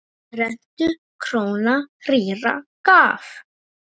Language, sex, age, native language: Icelandic, male, 9, Icelandic